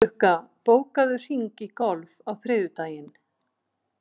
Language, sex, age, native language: Icelandic, female, 50-59, Icelandic